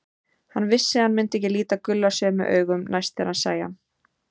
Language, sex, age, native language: Icelandic, female, 30-39, Icelandic